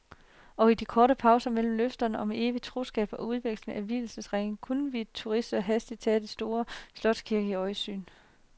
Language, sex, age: Danish, female, 30